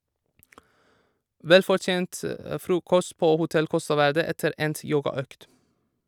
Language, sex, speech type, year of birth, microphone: Norwegian, male, read, 1987, Shure